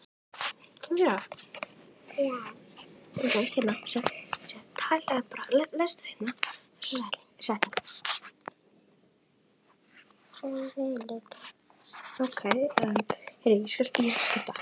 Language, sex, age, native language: Icelandic, male, 11, Icelandic